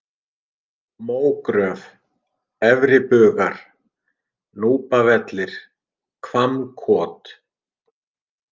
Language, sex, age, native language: Icelandic, male, 50-59, Icelandic